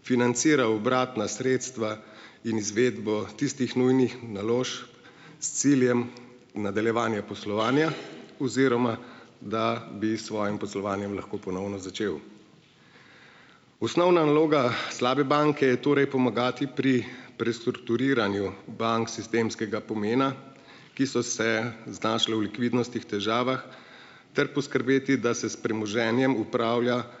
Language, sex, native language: Slovenian, male, Slovenian